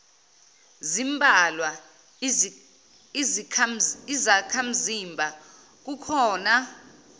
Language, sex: Zulu, female